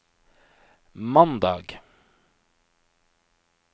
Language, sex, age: Norwegian, male, 29